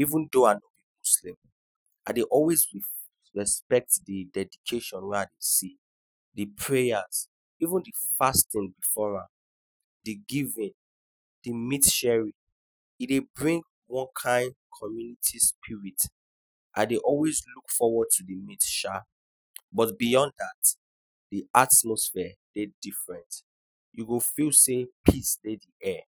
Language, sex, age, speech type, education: Nigerian Pidgin, male, 15-29, spontaneous, tertiary